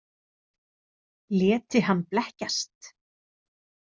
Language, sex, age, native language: Icelandic, female, 30-39, Icelandic